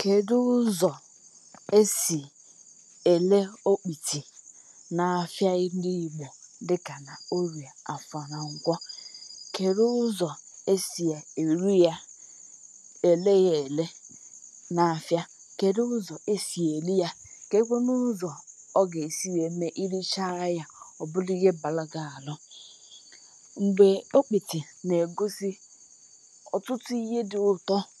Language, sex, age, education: Igbo, female, 15-29, tertiary